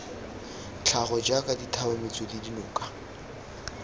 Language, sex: Tswana, male